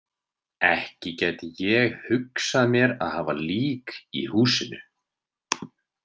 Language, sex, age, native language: Icelandic, male, 30-39, Icelandic